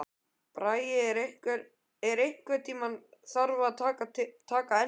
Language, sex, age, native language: Icelandic, male, 12, Icelandic